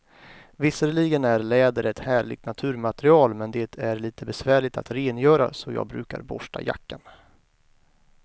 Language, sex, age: Swedish, male, 23